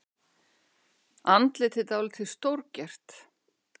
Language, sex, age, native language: Icelandic, female, 60-69, Icelandic